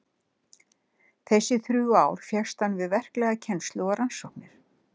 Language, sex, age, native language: Icelandic, female, 60-69, Icelandic